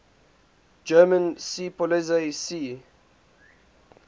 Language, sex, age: English, male, 18